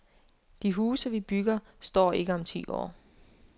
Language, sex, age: Danish, female, 24